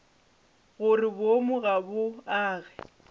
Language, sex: Northern Sotho, female